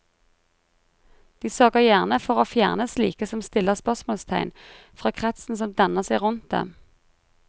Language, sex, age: Norwegian, female, 33